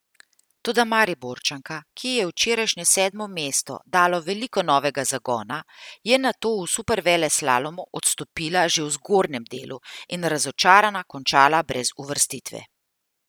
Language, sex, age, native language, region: Slovenian, female, 50-59, Slovenian, Central Slovenia